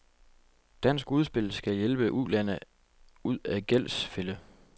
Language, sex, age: Danish, male, 25